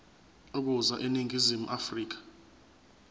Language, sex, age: Zulu, male, 24